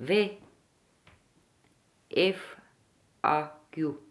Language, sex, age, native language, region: Slovenian, female, 50-59, Croatian, Drava region